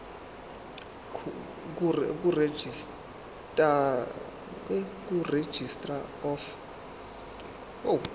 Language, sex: Zulu, male